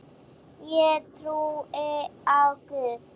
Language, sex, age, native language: Icelandic, female, 10, Icelandic